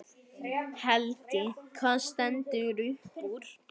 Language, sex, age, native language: Icelandic, male, 9, Icelandic